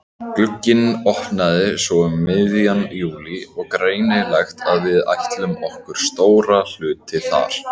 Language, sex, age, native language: Icelandic, male, 18-19, Icelandic